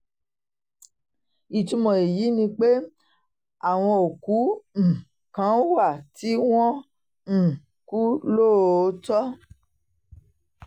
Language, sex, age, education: Yoruba, female, 30-45, tertiary